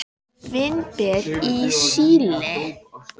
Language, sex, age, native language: Icelandic, male, 18-19, Icelandic